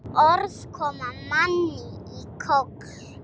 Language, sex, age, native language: Icelandic, female, 7, Icelandic